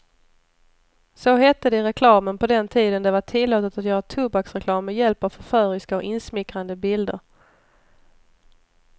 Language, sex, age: Swedish, female, 29